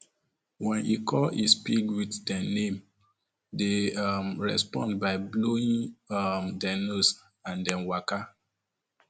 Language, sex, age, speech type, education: Nigerian Pidgin, male, 30-45, spontaneous, tertiary